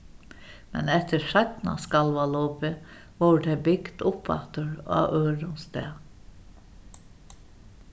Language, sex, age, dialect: Faroese, female, 61+, Suðuroy